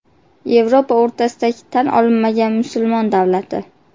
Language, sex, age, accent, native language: Uzbek, female, 18-24, Qashqadaryo, Uzbek